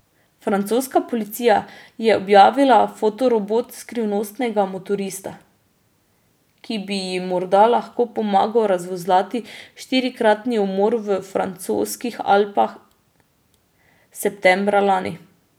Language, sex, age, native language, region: Slovenian, female, 30-49, Slovenian, Drava region